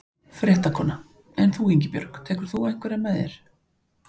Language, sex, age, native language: Icelandic, male, 15, Icelandic